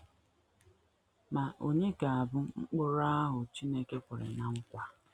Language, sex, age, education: Igbo, female, 15-29, tertiary